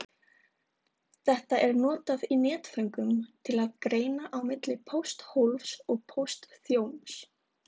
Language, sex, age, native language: Icelandic, female, 20-29, Icelandic